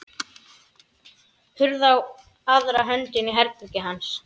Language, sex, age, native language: Icelandic, male, 11, Icelandic